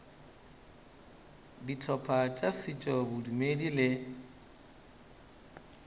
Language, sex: Northern Sotho, male